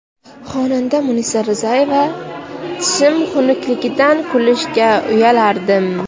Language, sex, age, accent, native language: Uzbek, female, under 19, Toshkent viloyati, Uzbek